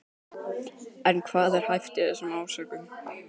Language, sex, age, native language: Icelandic, male, 12, Icelandic